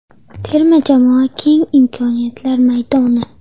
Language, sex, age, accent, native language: Uzbek, female, 12-17, Andijon, Uzbek